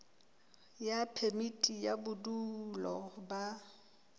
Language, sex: Southern Sotho, female